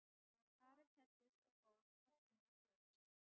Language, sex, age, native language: Icelandic, female, 12, Icelandic